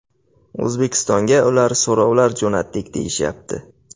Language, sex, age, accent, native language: Uzbek, male, 18-24, Qashqadaryo, Uzbek